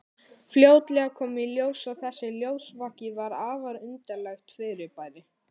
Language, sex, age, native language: Icelandic, male, 18-19, Icelandic